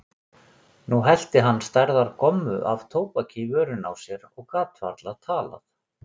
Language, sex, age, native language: Icelandic, male, 40-49, Icelandic